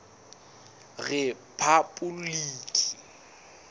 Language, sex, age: Southern Sotho, male, 22